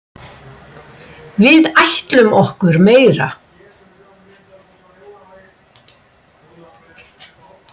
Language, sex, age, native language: Icelandic, female, 60-69, Icelandic